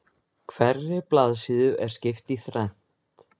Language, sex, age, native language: Icelandic, male, 20-29, Icelandic